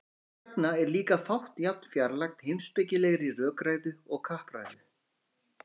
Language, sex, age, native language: Icelandic, male, 40-49, Icelandic